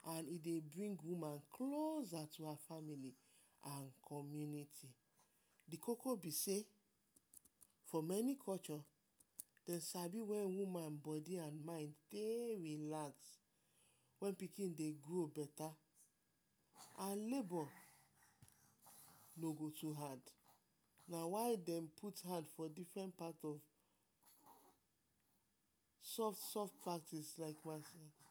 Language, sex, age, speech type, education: Nigerian Pidgin, female, 30-45, spontaneous, tertiary